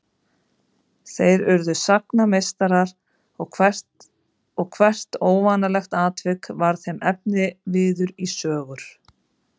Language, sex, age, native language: Icelandic, female, 50-59, Icelandic